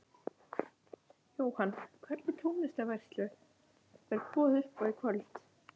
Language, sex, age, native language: Icelandic, male, 11, Icelandic